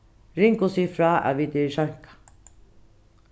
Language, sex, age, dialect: Faroese, female, 36-60, Norðuroyggjar